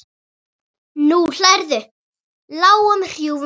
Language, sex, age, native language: Icelandic, female, 8, Icelandic